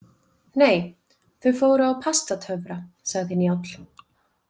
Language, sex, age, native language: Icelandic, female, 20-29, Icelandic